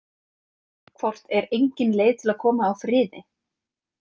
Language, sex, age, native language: Icelandic, female, 30-39, Icelandic